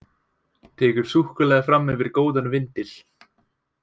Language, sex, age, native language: Icelandic, male, 18-19, Icelandic